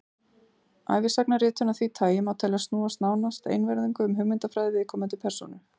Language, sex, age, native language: Icelandic, female, 40-49, Icelandic